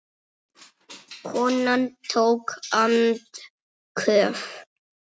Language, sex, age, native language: Icelandic, female, 6, Icelandic